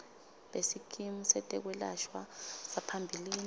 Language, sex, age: Swati, female, 25